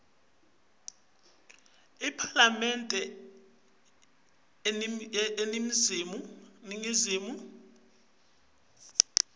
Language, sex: Swati, male